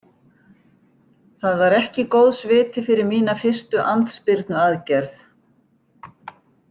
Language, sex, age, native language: Icelandic, female, 60-69, Icelandic